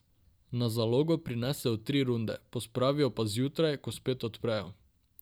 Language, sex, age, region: Slovenian, male, 18-29, Drava region